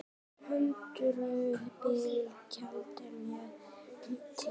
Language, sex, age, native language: Icelandic, female, 9, Icelandic